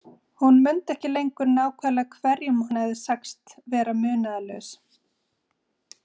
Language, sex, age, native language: Icelandic, female, 40-49, Icelandic